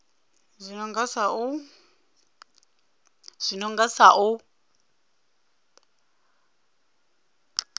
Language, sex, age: Venda, female, 26